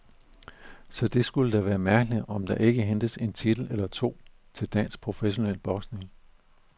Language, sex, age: Danish, male, 41